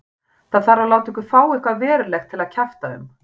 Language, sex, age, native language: Icelandic, female, 40-49, Icelandic